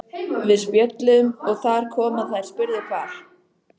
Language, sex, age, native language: Icelandic, female, 14, Icelandic